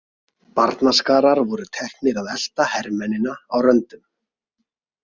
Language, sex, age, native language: Icelandic, male, 30-39, Icelandic